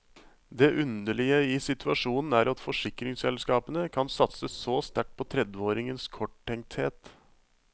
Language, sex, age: Norwegian, male, 35